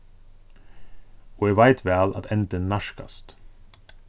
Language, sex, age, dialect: Faroese, male, 36-60, Suðurstreymoy